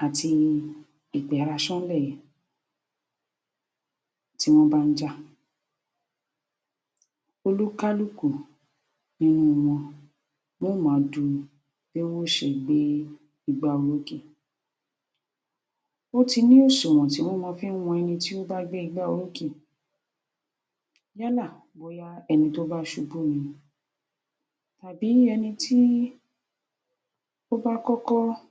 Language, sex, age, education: Yoruba, female, 60+, tertiary